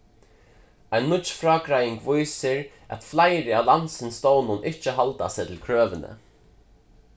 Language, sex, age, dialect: Faroese, male, 15-35, Suðurstreymoy